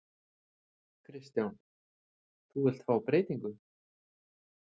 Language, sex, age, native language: Icelandic, male, 40-49, Icelandic